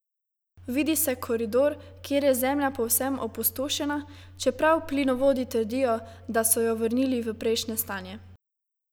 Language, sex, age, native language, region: Slovenian, female, 18-29, Slovenian, Savinja region